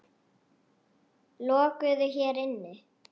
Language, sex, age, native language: Icelandic, female, 9, Icelandic